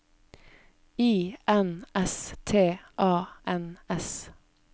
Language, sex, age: Norwegian, female, 22